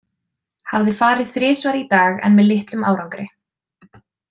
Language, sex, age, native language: Icelandic, female, 20-29, Icelandic